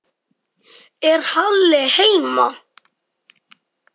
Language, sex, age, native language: Icelandic, male, 10, Icelandic